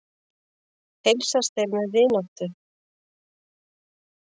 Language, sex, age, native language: Icelandic, female, 40-49, Icelandic